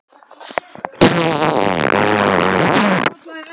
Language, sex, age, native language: Icelandic, male, 12, Icelandic